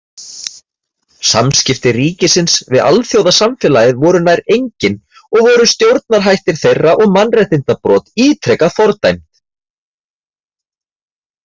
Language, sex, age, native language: Icelandic, male, 30-39, Icelandic